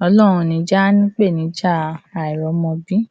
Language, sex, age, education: Yoruba, female, 46-60, tertiary